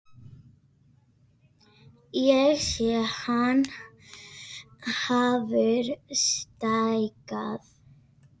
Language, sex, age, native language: Icelandic, other, 50-59, Spanish